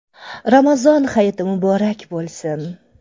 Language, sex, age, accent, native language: Uzbek, female, 18-24, Andijon, Uzbek